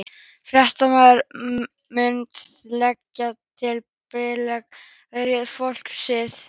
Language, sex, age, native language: Icelandic, female, 13, Icelandic